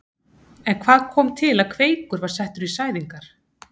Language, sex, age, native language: Icelandic, female, 30-39, Icelandic